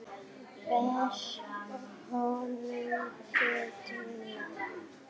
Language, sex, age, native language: Icelandic, female, 8, Icelandic